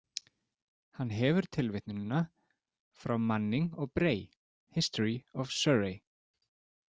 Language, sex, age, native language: Icelandic, male, 30-39, Icelandic